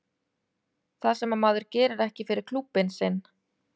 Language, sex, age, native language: Icelandic, female, 30-39, Icelandic